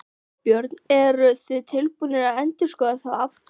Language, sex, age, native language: Icelandic, female, 12, Icelandic